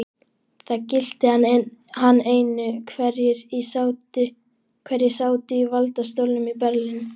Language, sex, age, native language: Icelandic, male, 12, Icelandic